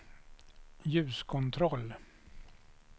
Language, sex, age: Swedish, male, 61